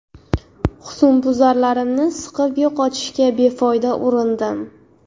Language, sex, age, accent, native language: Uzbek, female, 18-24, Andijon, Uzbek